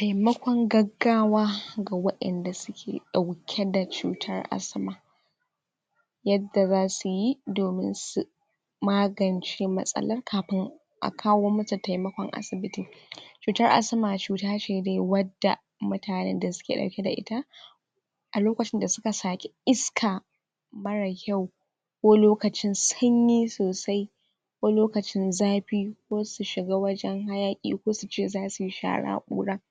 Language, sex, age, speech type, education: Hausa, female, 46-60, spontaneous, tertiary